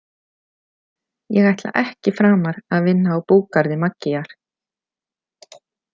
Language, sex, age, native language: Icelandic, female, 40-49, Icelandic